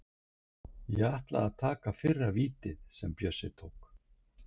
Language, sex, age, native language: Icelandic, male, 60-69, Icelandic